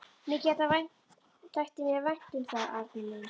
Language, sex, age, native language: Icelandic, female, 11, Icelandic